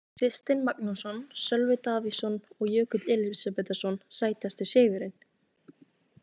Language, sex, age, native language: Icelandic, female, 18-19, Icelandic